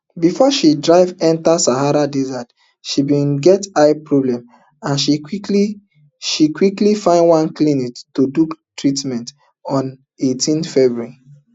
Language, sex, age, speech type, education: Nigerian Pidgin, male, 30-45, spontaneous, tertiary